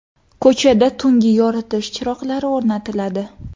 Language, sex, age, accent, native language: Uzbek, female, under 19, Qoraqalpog'iston, Uzbek